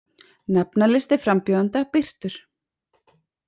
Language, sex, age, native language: Icelandic, female, 30-39, Icelandic